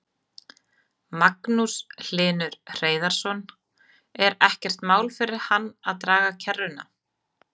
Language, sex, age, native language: Icelandic, female, 30-39, Icelandic